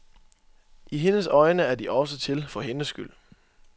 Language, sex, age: Danish, male, 24